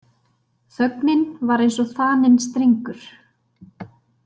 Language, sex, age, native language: Icelandic, female, 30-39, Icelandic